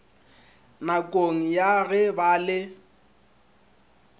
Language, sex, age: Northern Sotho, male, 25